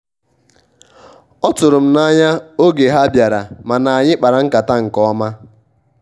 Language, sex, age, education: Igbo, male, 15-29, tertiary